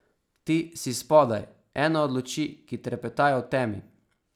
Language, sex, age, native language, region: Slovenian, male, 18-29, Slovenian, Savinja region